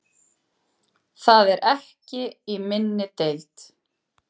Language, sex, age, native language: Icelandic, female, 40-49, Icelandic